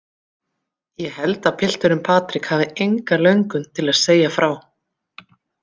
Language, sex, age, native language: Icelandic, female, 40-49, Icelandic